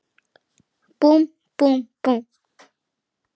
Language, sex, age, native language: Icelandic, male, 8, Icelandic